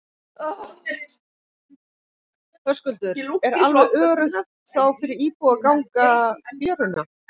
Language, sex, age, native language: Icelandic, female, 50-59, Icelandic